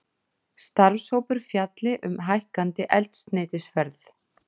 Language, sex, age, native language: Icelandic, female, 40-49, Icelandic